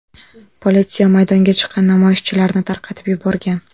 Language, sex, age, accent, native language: Uzbek, female, 18-24, Samarqand, Uzbek